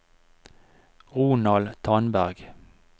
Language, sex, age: Norwegian, male, 49